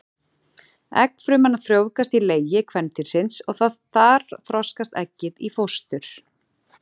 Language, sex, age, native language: Icelandic, female, 40-49, Icelandic